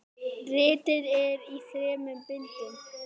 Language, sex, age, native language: Icelandic, male, 10, Icelandic